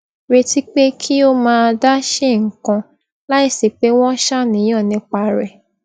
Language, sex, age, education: Yoruba, female, 15-29, tertiary